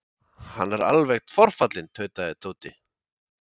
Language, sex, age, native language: Icelandic, male, 20-29, Icelandic